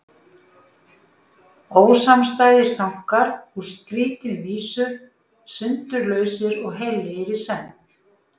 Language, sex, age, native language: Icelandic, female, 50-59, Icelandic